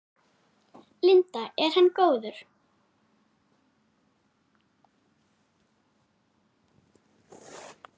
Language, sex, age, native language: Icelandic, female, 9, Icelandic